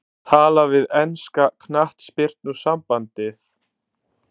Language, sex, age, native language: Icelandic, male, 30-39, Italian